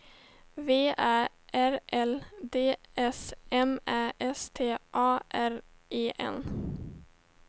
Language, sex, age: Swedish, female, 17